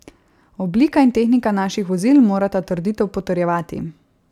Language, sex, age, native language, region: Slovenian, female, 18-29, Slovenian, Savinja region